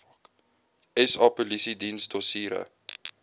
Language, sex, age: Afrikaans, male, 22